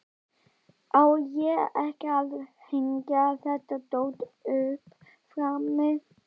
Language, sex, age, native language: Icelandic, female, 12, Icelandic